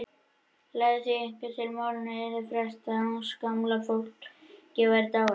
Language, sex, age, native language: Icelandic, male, 21, Icelandic